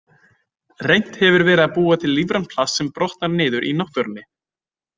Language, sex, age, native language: Icelandic, male, 20-29, Icelandic